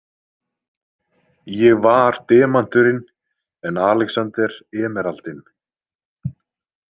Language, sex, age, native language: Icelandic, male, 20-29, Icelandic